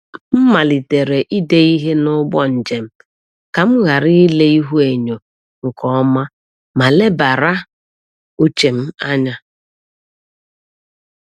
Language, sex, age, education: Igbo, female, 46-60, tertiary